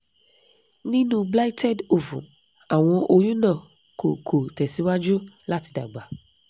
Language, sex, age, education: Yoruba, female, 15-29, tertiary